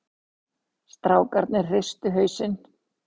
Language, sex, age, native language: Icelandic, female, 60-69, Icelandic